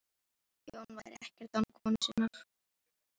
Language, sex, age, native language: Icelandic, female, 13, Icelandic